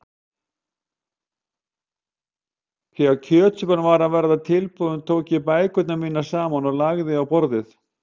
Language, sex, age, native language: Icelandic, male, 50-59, Icelandic